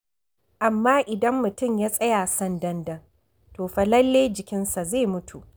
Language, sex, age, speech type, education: Hausa, female, 46-60, read, tertiary